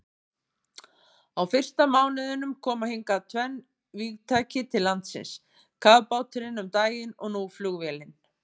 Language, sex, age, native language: Icelandic, female, 50-59, Icelandic